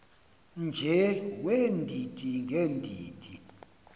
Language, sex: Xhosa, male